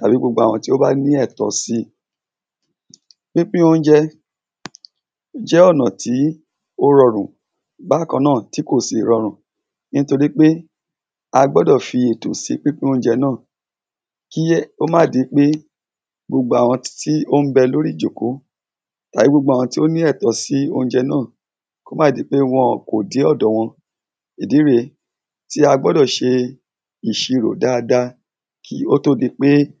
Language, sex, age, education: Yoruba, male, 30-45, secondary